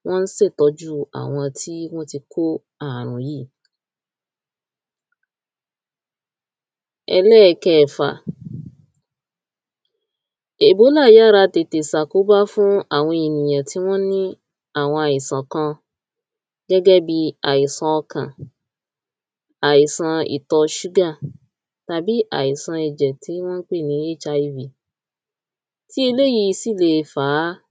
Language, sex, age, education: Yoruba, female, 15-29, tertiary